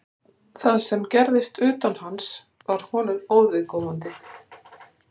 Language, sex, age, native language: Icelandic, female, 60-69, Icelandic